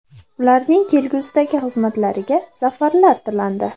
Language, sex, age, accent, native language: Uzbek, female, under 19, Andijon, Uzbek